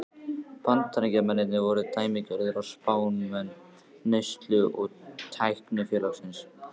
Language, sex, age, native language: Icelandic, female, 14, Icelandic